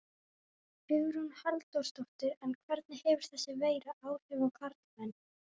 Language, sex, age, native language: Icelandic, female, 12, Icelandic